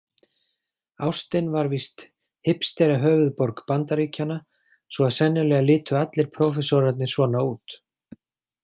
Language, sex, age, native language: Icelandic, male, 40-49, Icelandic